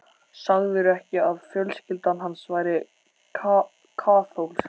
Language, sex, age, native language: Icelandic, male, 14, Icelandic